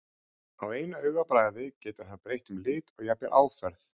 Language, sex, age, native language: Icelandic, male, 40-49, Icelandic